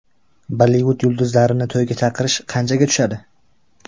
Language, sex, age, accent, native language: Uzbek, male, 18-24, Buxoro, Uzbek